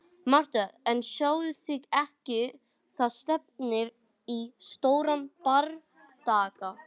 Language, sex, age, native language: Icelandic, male, 18-19, English